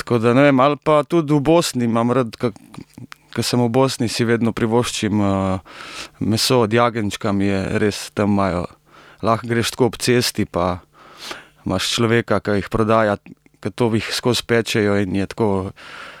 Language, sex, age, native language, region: Slovenian, male, 30-49, Slovenian, Primorsko-notranjska region